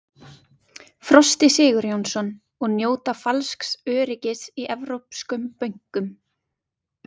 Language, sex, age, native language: Icelandic, female, 20-29, Icelandic